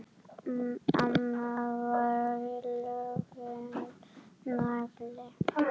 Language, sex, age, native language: Icelandic, female, 8, Icelandic